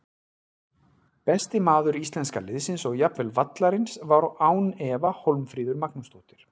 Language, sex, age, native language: Icelandic, male, 40-49, Icelandic